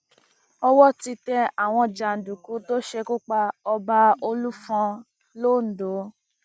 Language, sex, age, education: Yoruba, female, 30-45, tertiary